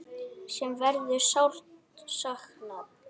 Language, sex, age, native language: Icelandic, male, 8, Icelandic